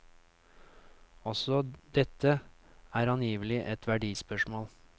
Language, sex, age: Norwegian, male, 39